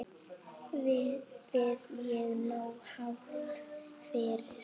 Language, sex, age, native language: Icelandic, female, 8, Icelandic